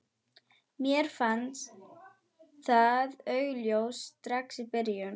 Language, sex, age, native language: Icelandic, female, 11, German